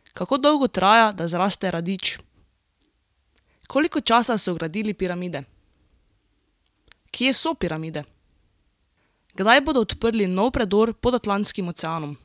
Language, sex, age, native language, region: Slovenian, female, 18-29, Slovenian, Drava region